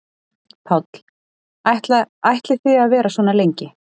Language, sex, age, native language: Icelandic, female, 30-39, Icelandic